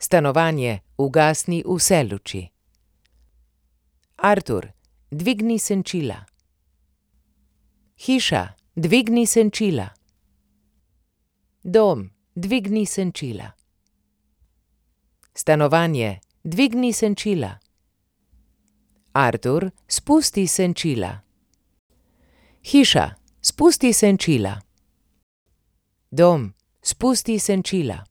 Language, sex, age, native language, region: Slovenian, female, 30-49, Slovenian, Primorsko-notranjska region